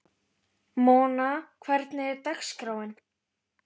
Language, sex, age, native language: Icelandic, female, 11, Icelandic